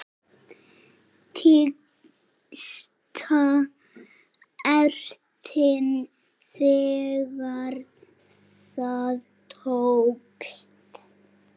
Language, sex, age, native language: Icelandic, female, 6, Icelandic